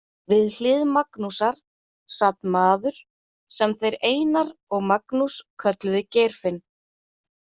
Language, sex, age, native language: Icelandic, female, 30-39, Icelandic